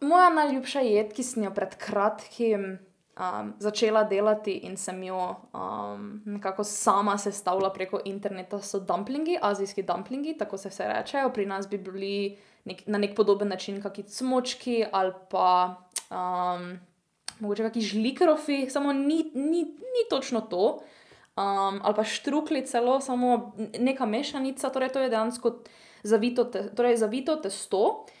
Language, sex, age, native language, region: Slovenian, female, 18-29, Slovenian, Drava region